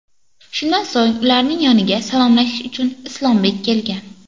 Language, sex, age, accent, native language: Uzbek, female, 18-24, Toshkent viloyati, Uzbek